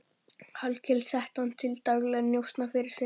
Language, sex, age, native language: Icelandic, male, 12, Icelandic